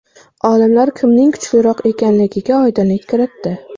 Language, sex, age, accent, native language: Uzbek, female, 25-34, Sirdaryo, Uzbek